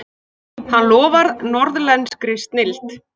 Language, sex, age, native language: Icelandic, female, 50-59, Icelandic